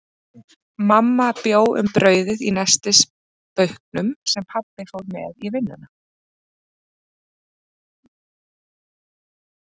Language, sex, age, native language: Icelandic, female, 30-39, Icelandic